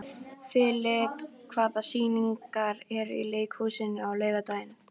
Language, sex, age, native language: Icelandic, female, 12, Icelandic